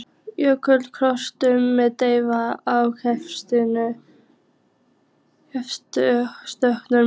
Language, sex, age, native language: Icelandic, female, 15, Icelandic